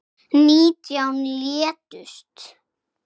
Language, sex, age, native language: Icelandic, male, 6, Icelandic